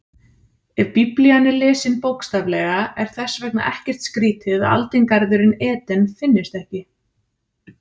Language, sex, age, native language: Icelandic, female, 30-39, Icelandic